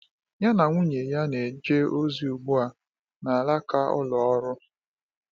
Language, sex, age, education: Igbo, male, 15-29, tertiary